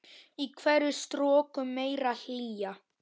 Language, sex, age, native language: Icelandic, male, 9, Icelandic